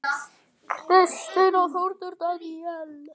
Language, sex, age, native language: Icelandic, female, 8, Icelandic